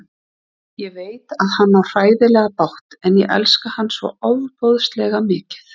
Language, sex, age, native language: Icelandic, female, 30-39, Icelandic